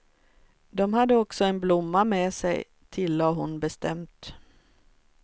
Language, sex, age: Swedish, female, 44